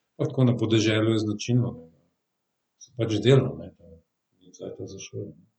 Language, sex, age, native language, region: Slovenian, male, 30-49, Slovenian, Southeast Slovenia